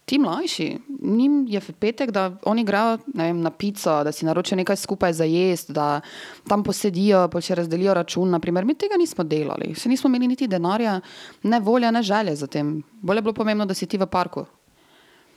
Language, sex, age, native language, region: Slovenian, female, 18-29, Serbian, Drava region